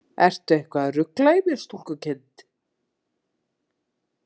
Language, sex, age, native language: Icelandic, female, 30-39, Icelandic